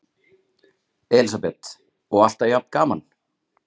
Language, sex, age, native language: Icelandic, male, 30-39, Icelandic